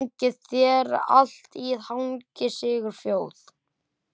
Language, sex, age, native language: Icelandic, male, 11, Icelandic